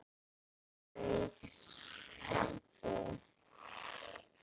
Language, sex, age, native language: Icelandic, female, 10, Icelandic